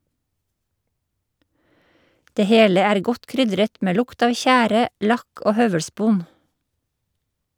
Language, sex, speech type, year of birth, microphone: Norwegian, female, read, 1958, Shure